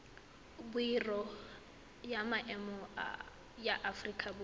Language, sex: Tswana, female